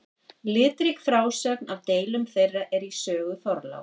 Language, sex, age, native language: Icelandic, female, 50-59, Icelandic